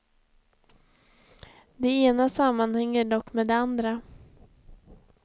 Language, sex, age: Swedish, female, 20